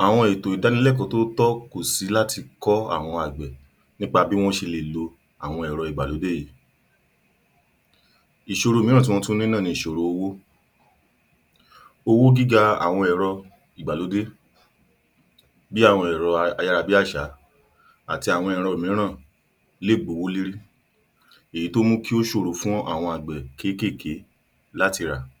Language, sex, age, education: Yoruba, male, 30-45, tertiary